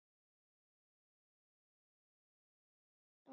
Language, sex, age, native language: Icelandic, female, 18-19, Icelandic